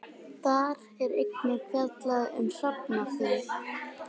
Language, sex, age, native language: Icelandic, female, 18-19, Icelandic